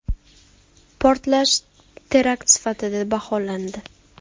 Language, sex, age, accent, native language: Uzbek, female, 19-29, Farg'ona, Uzbek